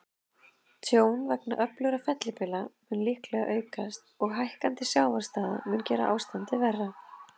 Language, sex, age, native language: Icelandic, female, 30-39, Icelandic